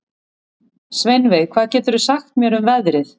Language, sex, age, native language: Icelandic, female, 40-49, Icelandic